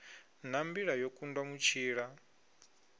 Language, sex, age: Venda, male, 22